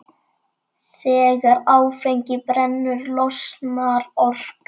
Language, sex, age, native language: Icelandic, male, 9, Icelandic